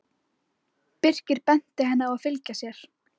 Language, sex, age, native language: Icelandic, female, 11, Icelandic